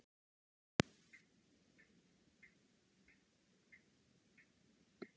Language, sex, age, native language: Icelandic, female, 60-69, Icelandic